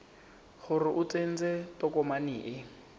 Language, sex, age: Tswana, male, 19